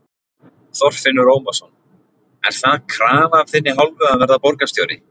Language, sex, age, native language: Icelandic, male, 40-49, Icelandic